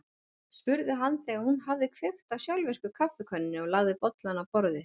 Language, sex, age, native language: Icelandic, female, 40-49, Icelandic